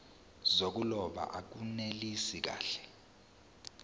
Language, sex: Zulu, male